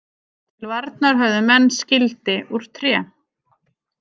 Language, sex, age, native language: Icelandic, female, 30-39, Icelandic